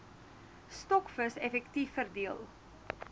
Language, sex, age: Afrikaans, female, 19